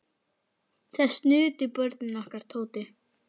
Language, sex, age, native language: Icelandic, female, 10, Icelandic